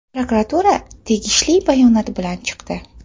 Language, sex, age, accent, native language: Uzbek, female, 12-17, Toshkent shahri, Uzbek